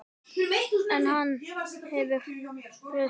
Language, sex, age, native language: Icelandic, male, 10, Icelandic